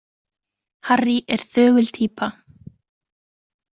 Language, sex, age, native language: Icelandic, female, 20-29, Icelandic